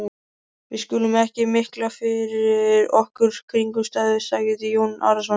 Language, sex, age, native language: Icelandic, male, 13, Icelandic